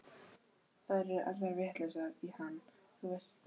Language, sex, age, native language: Icelandic, female, 12, Icelandic